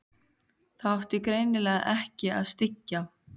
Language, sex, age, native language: Icelandic, female, 15, Icelandic